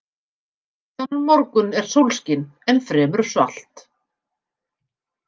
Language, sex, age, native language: Icelandic, female, 50-59, Icelandic